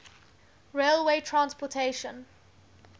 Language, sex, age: English, female, 19